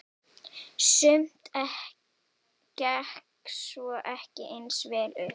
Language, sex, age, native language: Icelandic, female, 18-19, Icelandic